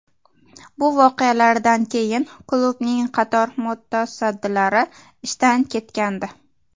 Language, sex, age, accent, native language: Uzbek, female, 19-29, Farg'ona, Uzbek